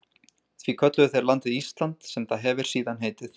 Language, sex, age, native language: Icelandic, male, 30-39, Icelandic